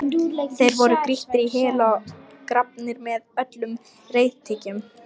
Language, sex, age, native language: Icelandic, female, 18-19, Lithuanian